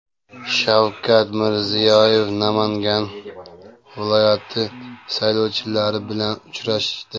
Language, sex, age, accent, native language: Uzbek, male, 25-34, Sirdaryo, Uzbek